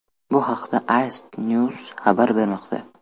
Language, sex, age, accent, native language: Uzbek, male, 12-17, Toshkent viloyati, Uzbek